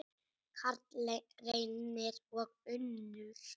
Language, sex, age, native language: Icelandic, female, 6, Icelandic